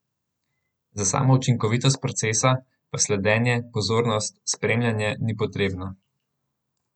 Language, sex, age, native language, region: Slovenian, male, 18-29, Slovenian, Central Slovenia